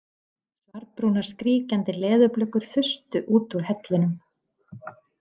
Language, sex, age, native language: Icelandic, female, 40-49, Icelandic